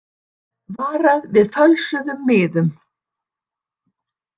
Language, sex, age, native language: Icelandic, female, 60-69, Icelandic